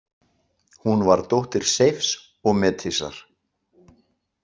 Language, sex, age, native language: Icelandic, male, 60-69, Icelandic